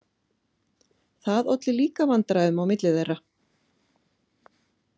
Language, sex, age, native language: Icelandic, female, 50-59, Icelandic